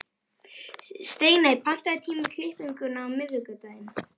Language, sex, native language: Icelandic, male, Icelandic